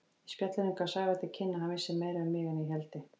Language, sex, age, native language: Icelandic, female, 40-49, Icelandic